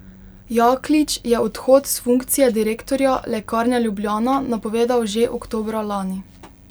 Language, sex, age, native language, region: Slovenian, female, 18-29, Slovenian, Pomurje region